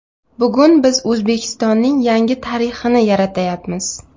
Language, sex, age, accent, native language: Uzbek, female, 25-34, Navoiy, Uzbek